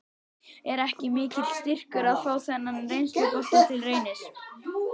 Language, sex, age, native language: Icelandic, male, 11, Icelandic